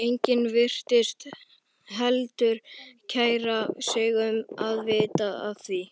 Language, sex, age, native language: Icelandic, male, 11, Icelandic